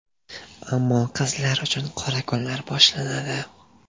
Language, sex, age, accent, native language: Uzbek, male, 18-24, Jizzax, Uzbek